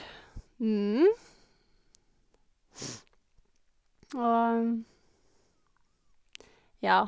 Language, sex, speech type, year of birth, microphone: Norwegian, female, spontaneous, 1984, Sennheiser